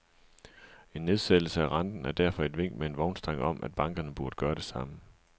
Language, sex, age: Danish, male, 37